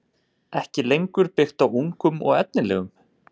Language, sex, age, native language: Icelandic, male, 30-39, Icelandic